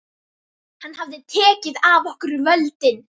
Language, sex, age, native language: Icelandic, female, 11, Icelandic